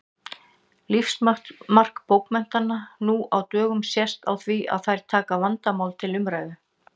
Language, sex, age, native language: Icelandic, female, 60-69, Icelandic